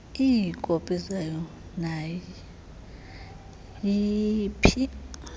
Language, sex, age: Xhosa, female, 22